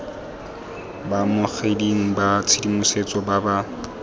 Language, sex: Tswana, male